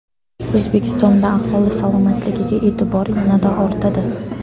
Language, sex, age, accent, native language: Uzbek, female, 18-24, Toshkent shahri, Uzbek